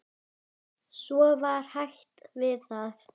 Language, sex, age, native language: Icelandic, female, 10, Icelandic